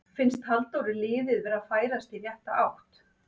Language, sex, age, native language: Icelandic, female, 50-59, Icelandic